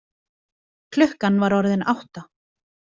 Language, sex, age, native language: Icelandic, female, 20-29, Icelandic